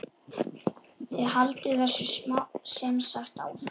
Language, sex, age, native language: Icelandic, male, 8, Icelandic